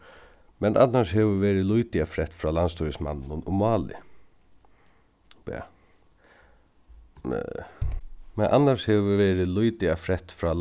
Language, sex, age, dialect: Faroese, male, 36-60, Suðuroy